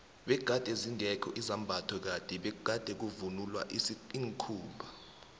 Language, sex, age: South Ndebele, male, 19